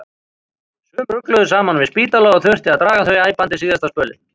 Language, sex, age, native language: Icelandic, male, 50-59, Icelandic